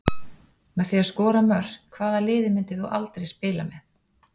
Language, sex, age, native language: Icelandic, female, 40-49, Icelandic